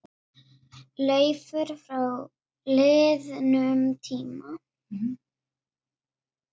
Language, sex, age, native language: Icelandic, female, 9, Icelandic